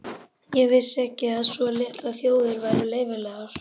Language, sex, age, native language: Icelandic, male, 11, Icelandic